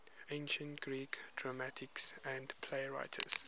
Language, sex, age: English, male, 21